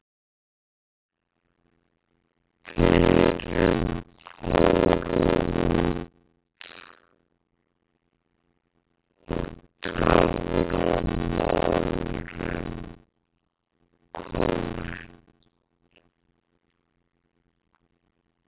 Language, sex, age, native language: Icelandic, male, 60-69, Icelandic